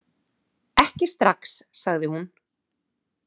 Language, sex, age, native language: Icelandic, female, 40-49, Icelandic